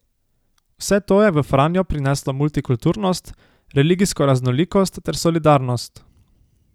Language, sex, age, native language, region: Slovenian, male, 18-29, Slovenian, Savinja region